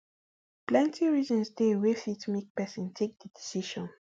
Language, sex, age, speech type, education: Nigerian Pidgin, female, 15-29, spontaneous, tertiary